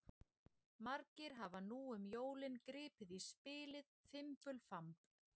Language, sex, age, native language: Icelandic, female, 20-29, Icelandic